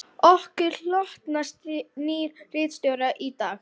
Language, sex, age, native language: Icelandic, female, 40-49, Icelandic